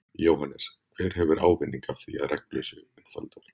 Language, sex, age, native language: Icelandic, male, 40-49, Icelandic